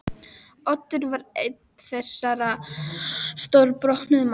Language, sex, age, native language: Icelandic, female, 12, Icelandic